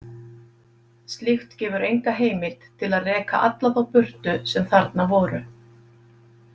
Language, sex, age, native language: Icelandic, female, 50-59, Icelandic